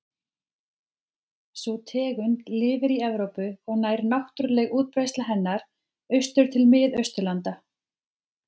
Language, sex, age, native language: Icelandic, female, 30-39, Icelandic